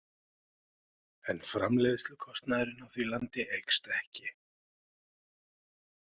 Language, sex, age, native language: Icelandic, male, 40-49, Icelandic